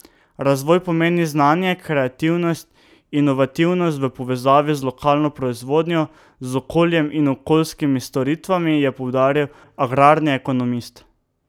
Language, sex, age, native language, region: Slovenian, male, 18-29, Slovenian, Drava region